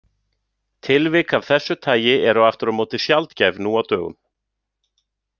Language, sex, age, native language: Icelandic, male, 30-39, Icelandic